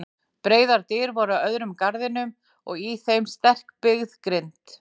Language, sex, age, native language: Icelandic, female, 40-49, Icelandic